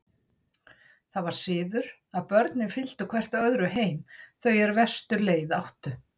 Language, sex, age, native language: Icelandic, female, 60-69, Icelandic